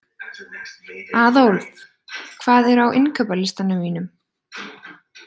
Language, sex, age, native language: Icelandic, female, 20-29, Icelandic